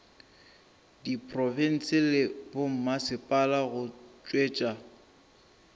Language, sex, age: Northern Sotho, female, 26